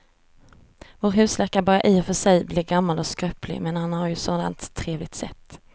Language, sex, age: Swedish, female, 34